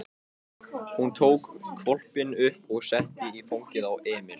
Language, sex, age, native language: Icelandic, male, 15, Icelandic